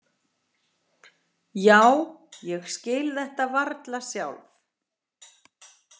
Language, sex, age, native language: Icelandic, female, 40-49, Icelandic